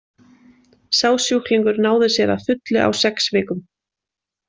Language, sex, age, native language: Icelandic, female, 20-29, Icelandic